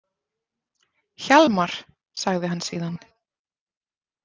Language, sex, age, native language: Icelandic, female, 30-39, Icelandic